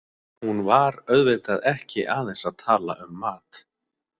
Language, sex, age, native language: Icelandic, male, 40-49, Icelandic